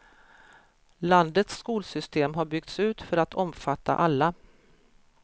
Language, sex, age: Swedish, female, 53